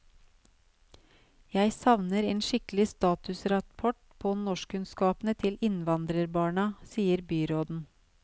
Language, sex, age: Norwegian, female, 37